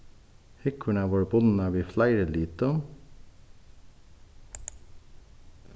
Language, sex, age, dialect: Faroese, male, 36-60, Suðuroy